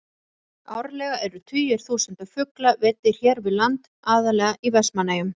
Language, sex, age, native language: Icelandic, female, 40-49, Icelandic